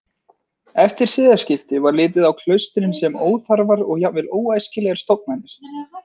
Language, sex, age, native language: Icelandic, male, 20-29, Icelandic